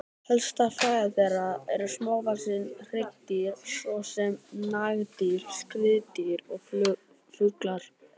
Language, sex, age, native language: Icelandic, male, 18-19, Icelandic